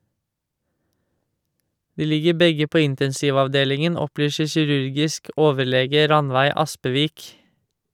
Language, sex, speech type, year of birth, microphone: Norwegian, male, read, 1986, Shure